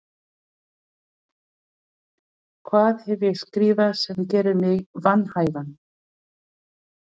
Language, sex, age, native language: Icelandic, female, 40-49, Filipino